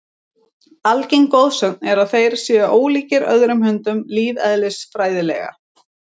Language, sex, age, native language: Icelandic, female, 30-39, Icelandic